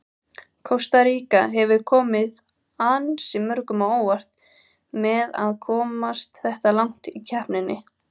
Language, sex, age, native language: Icelandic, female, 18-19, Icelandic